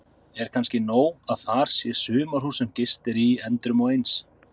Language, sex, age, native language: Icelandic, male, 30-39, Icelandic